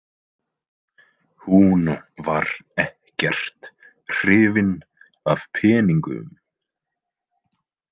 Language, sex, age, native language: Icelandic, male, 20-29, Icelandic